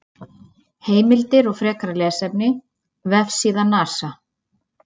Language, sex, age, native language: Icelandic, female, 30-39, Icelandic